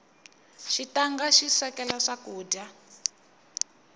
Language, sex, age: Tsonga, female, 19